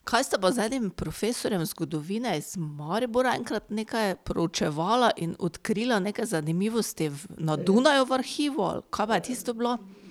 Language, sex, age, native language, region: Slovenian, female, 30-49, Slovenian, Pomurje region